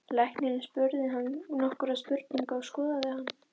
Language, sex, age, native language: Icelandic, female, 13, Icelandic